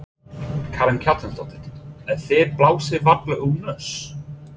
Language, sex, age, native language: Icelandic, male, 30-39, English